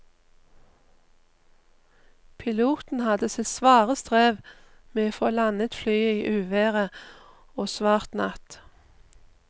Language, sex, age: Norwegian, female, 39